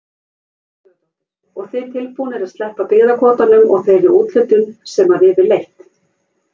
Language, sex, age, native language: Icelandic, female, 50-59, Icelandic